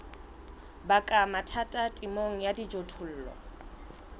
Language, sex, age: Southern Sotho, female, 22